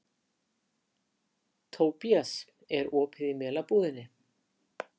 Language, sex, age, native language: Icelandic, female, 60-69, Icelandic